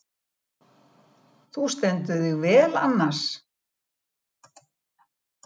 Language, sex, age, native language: Icelandic, female, 70-79, Icelandic